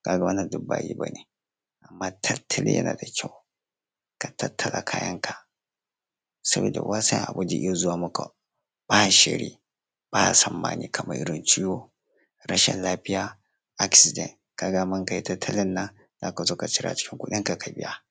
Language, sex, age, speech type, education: Hausa, male, 15-29, spontaneous, secondary